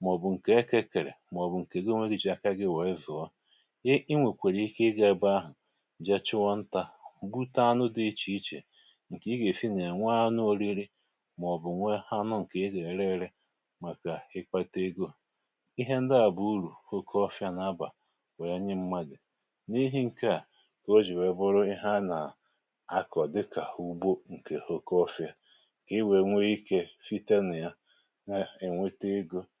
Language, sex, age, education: Igbo, male, 30-45, tertiary